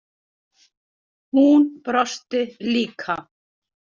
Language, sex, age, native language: Icelandic, female, 60-69, Icelandic